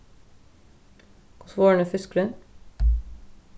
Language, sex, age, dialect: Faroese, female, 36-60, Norðurstreymoy/Eysturoy